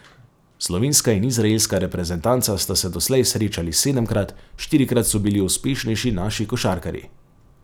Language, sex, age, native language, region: Slovenian, male, 30-49, Slovenian, Savinja region